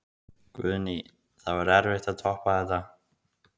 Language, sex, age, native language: Icelandic, male, 15, Icelandic